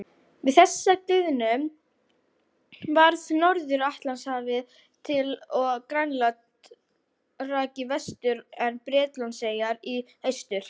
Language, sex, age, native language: Icelandic, female, 40-49, Icelandic